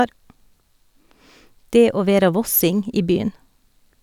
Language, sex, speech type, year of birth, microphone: Norwegian, female, read, 1969, Sennheiser